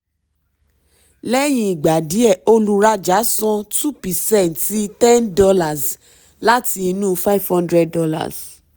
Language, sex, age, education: Yoruba, female, 30-45, tertiary